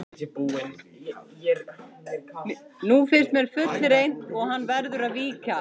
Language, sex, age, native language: Icelandic, female, 50-59, Icelandic